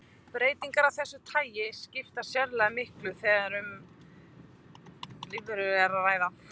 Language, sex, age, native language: Icelandic, female, 20-29, Icelandic